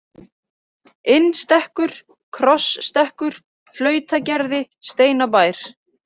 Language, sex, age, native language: Icelandic, female, 30-39, Icelandic